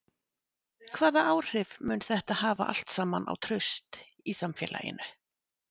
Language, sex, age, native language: Icelandic, female, 50-59, Icelandic